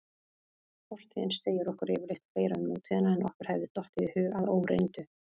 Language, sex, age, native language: Icelandic, female, 40-49, Icelandic